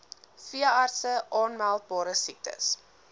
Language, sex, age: Afrikaans, female, 19